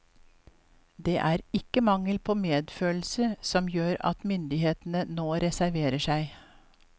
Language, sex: Norwegian, female